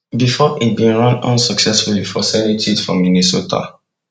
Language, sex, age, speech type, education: Nigerian Pidgin, male, 15-29, spontaneous, tertiary